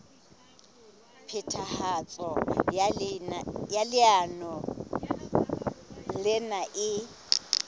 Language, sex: Southern Sotho, female